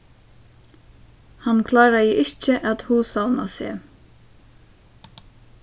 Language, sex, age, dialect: Faroese, female, 15-35, Suðurstreymoy